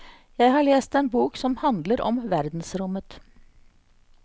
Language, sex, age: Norwegian, female, 54